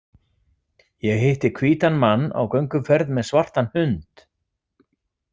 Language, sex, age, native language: Icelandic, male, 40-49, Icelandic